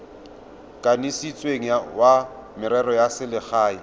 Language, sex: Tswana, male